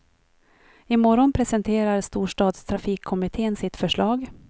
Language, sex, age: Swedish, female, 43